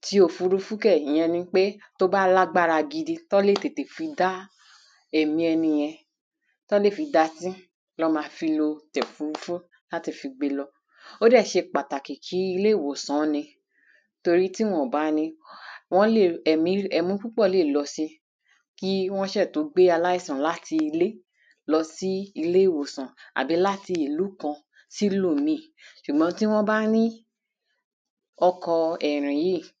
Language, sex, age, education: Yoruba, female, 30-45, tertiary